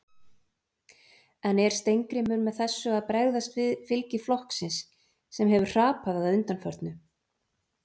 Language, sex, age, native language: Icelandic, female, 40-49, Icelandic